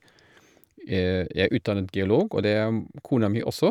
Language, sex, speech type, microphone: Norwegian, male, spontaneous, Shure